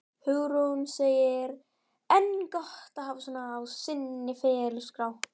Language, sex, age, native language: Icelandic, female, 11, Icelandic